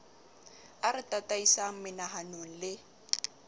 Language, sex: Southern Sotho, female